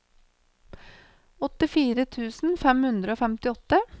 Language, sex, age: Norwegian, female, 28